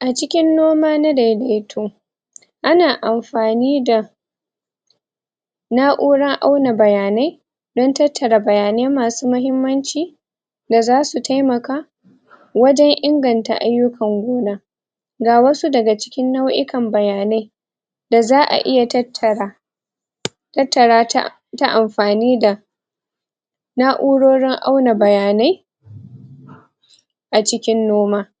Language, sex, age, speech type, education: Hausa, female, 15-29, spontaneous, tertiary